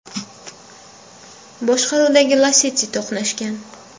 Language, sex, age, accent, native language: Uzbek, female, 19-29, Toshkent shahri, Uzbek